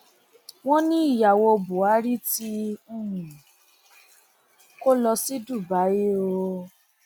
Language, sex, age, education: Yoruba, female, 30-45, tertiary